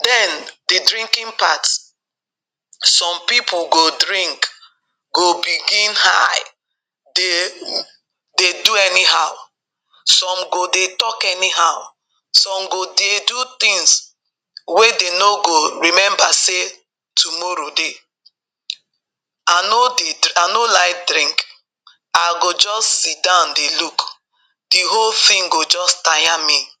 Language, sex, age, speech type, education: Nigerian Pidgin, female, 46-60, spontaneous, tertiary